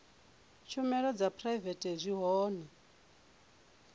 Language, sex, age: Venda, female, 24